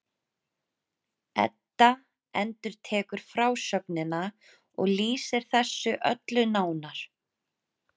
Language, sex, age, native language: Icelandic, female, 30-39, Icelandic